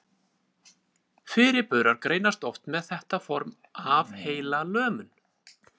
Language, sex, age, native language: Icelandic, male, 30-39, Icelandic